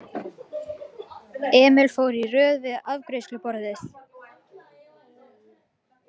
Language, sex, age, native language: Icelandic, male, 12, Icelandic